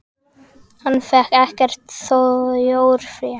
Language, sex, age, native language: Icelandic, male, 10, Icelandic